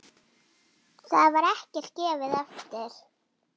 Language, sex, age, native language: Icelandic, female, 9, Icelandic